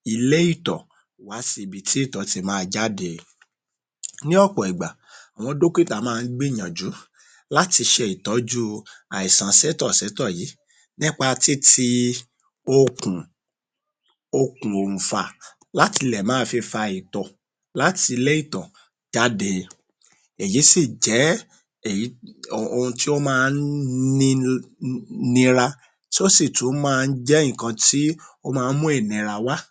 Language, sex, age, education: Yoruba, male, 30-45, tertiary